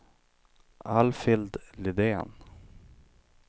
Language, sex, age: Swedish, male, 25